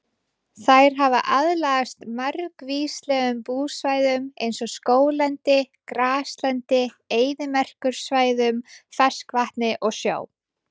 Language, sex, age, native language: Icelandic, female, 20-29, Icelandic